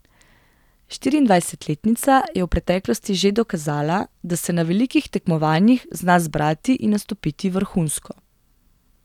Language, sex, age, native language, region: Slovenian, female, 18-29, Slovenian, Gorenjska region